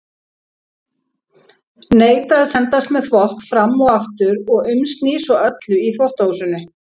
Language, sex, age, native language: Icelandic, female, 50-59, Icelandic